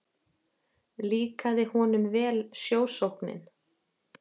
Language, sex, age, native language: Icelandic, female, 40-49, Icelandic